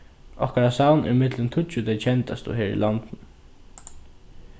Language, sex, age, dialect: Faroese, male, 15-35, Norðurstreymoy/Eysturoy